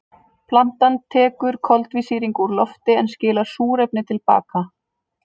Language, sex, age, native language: Icelandic, female, 30-39, Icelandic